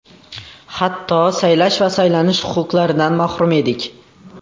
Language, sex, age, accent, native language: Uzbek, male, under 19, Xorazm, Uzbek